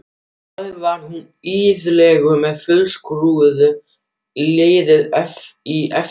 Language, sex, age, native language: Icelandic, male, 12, German